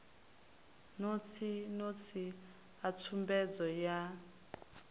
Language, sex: Venda, female